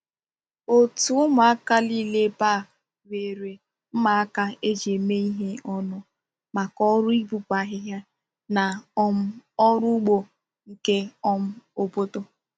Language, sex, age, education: Igbo, female, 15-29, tertiary